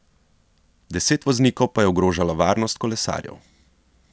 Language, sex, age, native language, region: Slovenian, male, 30-49, Slovenian, Central Slovenia